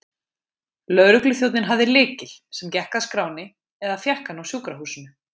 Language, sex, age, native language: Icelandic, female, 20-29, Icelandic